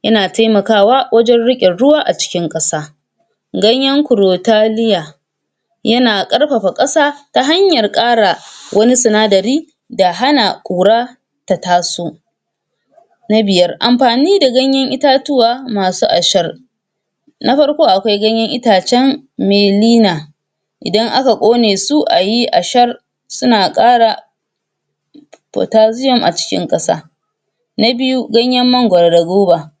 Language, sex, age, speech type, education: Hausa, female, 46-60, spontaneous, tertiary